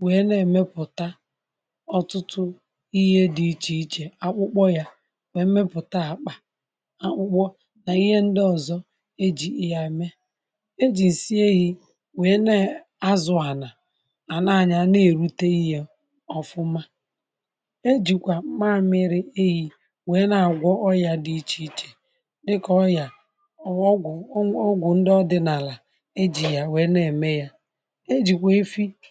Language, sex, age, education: Igbo, male, 46-60, tertiary